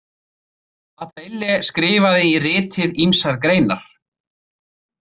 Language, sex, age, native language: Icelandic, male, 30-39, Icelandic